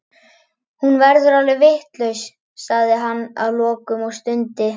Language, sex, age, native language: Icelandic, male, 11, Icelandic